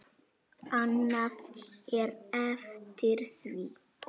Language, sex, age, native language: Icelandic, female, 8, Icelandic